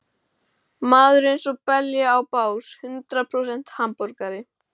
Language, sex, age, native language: Icelandic, male, 12, Icelandic